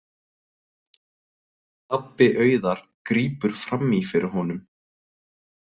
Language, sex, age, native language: Icelandic, male, 20-29, Icelandic